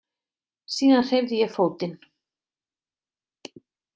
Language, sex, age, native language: Icelandic, female, 50-59, Icelandic